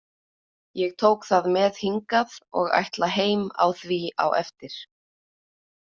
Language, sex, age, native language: Icelandic, female, 20-29, Icelandic